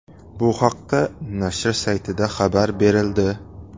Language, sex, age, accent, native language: Uzbek, male, 18-24, Xorazm, Uzbek